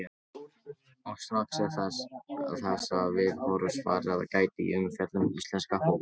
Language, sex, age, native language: Icelandic, male, 18-19, Icelandic